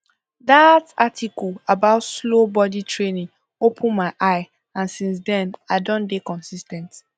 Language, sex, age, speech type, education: Nigerian Pidgin, female, 15-29, spontaneous, tertiary